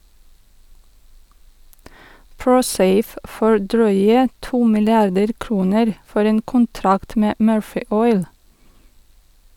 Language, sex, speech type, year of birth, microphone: Norwegian, female, read, 1982, Sennheiser